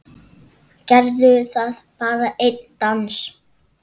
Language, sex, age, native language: Icelandic, female, 7, Icelandic